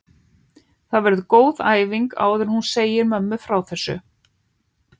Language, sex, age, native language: Icelandic, female, 18-19, Icelandic